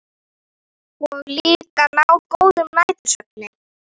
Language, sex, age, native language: Icelandic, female, 18-19, Icelandic